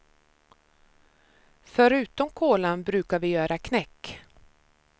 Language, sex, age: Swedish, female, 53